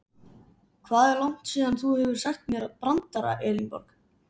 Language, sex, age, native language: Icelandic, male, 11, Icelandic